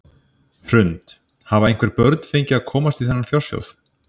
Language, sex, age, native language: Icelandic, male, 30-39, Icelandic